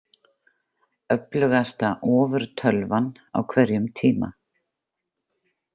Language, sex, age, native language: Icelandic, female, 50-59, Icelandic